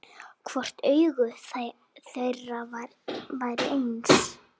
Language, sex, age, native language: Icelandic, female, 9, Icelandic